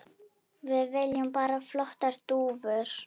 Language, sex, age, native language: Icelandic, female, 8, Icelandic